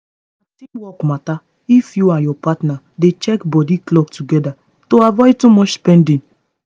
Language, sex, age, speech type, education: Nigerian Pidgin, female, 15-29, spontaneous, tertiary